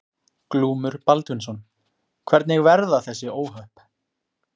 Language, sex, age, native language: Icelandic, male, 20-29, Icelandic